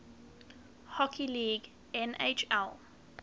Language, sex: English, female